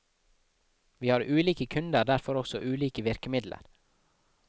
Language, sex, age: Norwegian, male, 24